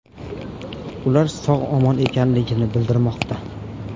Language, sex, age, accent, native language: Uzbek, male, 18-24, Farg'ona, Uzbek